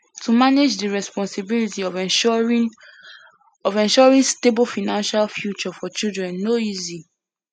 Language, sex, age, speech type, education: Nigerian Pidgin, female, 15-29, spontaneous, secondary